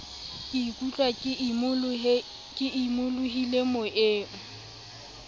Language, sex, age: Southern Sotho, female, 25